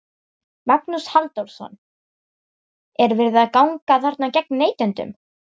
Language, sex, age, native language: Icelandic, female, 18-19, Icelandic